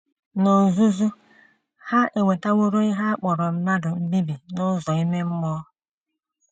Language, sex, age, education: Igbo, female, 30-45, tertiary